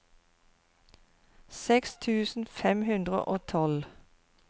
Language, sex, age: Norwegian, female, 52